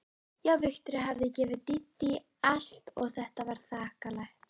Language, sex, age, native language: Icelandic, female, 11, Icelandic